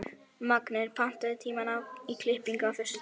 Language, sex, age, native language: Icelandic, female, 11, Icelandic